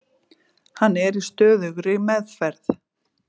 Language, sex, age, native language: Icelandic, female, 40-49, Icelandic